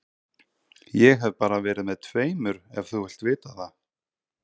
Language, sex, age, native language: Icelandic, male, 30-39, Icelandic